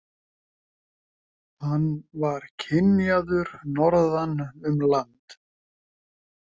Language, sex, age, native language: Icelandic, male, 20-29, Icelandic